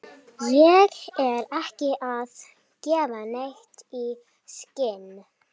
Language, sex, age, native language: Icelandic, female, 12, Icelandic